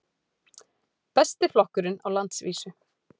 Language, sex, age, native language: Icelandic, female, 40-49, Icelandic